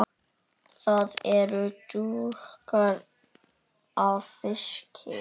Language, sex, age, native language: Icelandic, male, 9, Icelandic